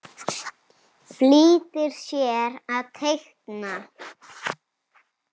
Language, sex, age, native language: Icelandic, female, 7, Icelandic